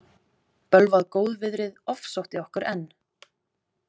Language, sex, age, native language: Icelandic, female, 20-29, Icelandic